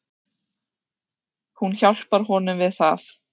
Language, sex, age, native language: Icelandic, female, 6, Icelandic